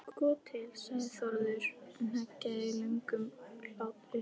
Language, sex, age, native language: Icelandic, female, 11, Icelandic